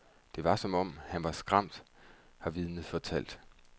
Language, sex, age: Danish, male, 31